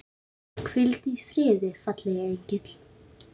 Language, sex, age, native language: Icelandic, female, 9, Icelandic